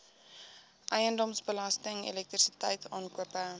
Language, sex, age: Afrikaans, female, 18